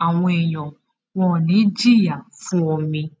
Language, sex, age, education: Yoruba, female, 15-29, secondary